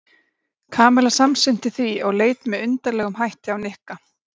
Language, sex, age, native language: Icelandic, female, 30-39, Icelandic